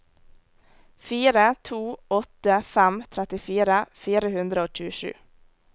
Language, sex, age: Norwegian, female, 18